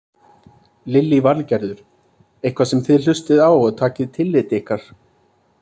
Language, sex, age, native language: Icelandic, male, 30-39, Icelandic